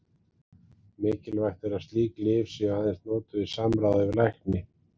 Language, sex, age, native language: Icelandic, male, 40-49, Icelandic